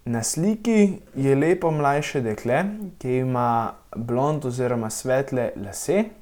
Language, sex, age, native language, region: Slovenian, male, 18-29, Slovenian, Central Slovenia